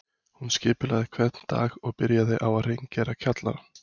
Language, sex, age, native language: Icelandic, male, 20-29, Icelandic